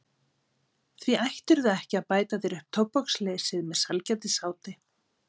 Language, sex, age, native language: Icelandic, female, 50-59, Icelandic